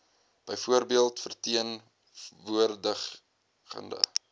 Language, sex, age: Afrikaans, male, 22